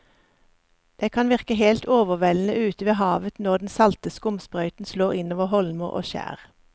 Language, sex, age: Norwegian, female, 54